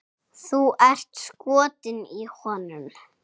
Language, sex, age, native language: Icelandic, male, 6, Icelandic